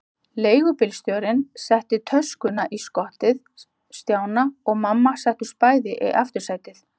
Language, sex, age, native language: Icelandic, female, 50-59, Icelandic